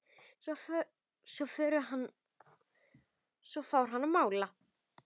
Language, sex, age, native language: Icelandic, female, 10, Icelandic